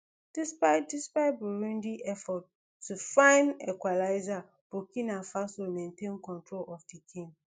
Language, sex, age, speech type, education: Nigerian Pidgin, female, 15-29, spontaneous, tertiary